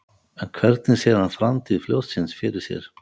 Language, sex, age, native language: Icelandic, male, 50-59, Icelandic